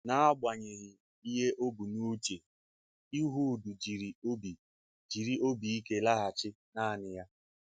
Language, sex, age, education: Igbo, male, 15-29, tertiary